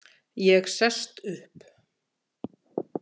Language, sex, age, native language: Icelandic, female, 60-69, Icelandic